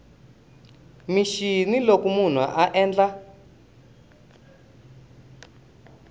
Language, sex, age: Tsonga, male, 20